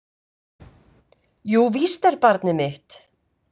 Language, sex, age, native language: Icelandic, female, 50-59, Icelandic